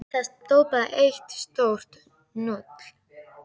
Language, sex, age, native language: Icelandic, female, 12, Icelandic